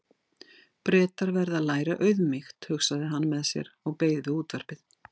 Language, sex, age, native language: Icelandic, female, 60-69, Icelandic